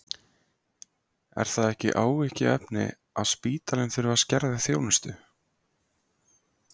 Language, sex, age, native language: Icelandic, male, 20-29, Icelandic